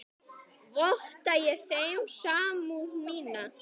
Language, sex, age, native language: Icelandic, male, 10, Icelandic